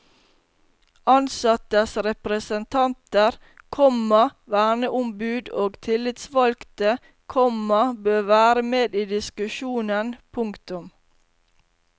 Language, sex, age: Norwegian, female, 32